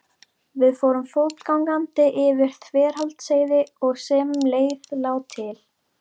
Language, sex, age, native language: Icelandic, female, 12, Icelandic